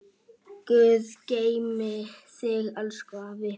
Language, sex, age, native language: Icelandic, male, 9, Icelandic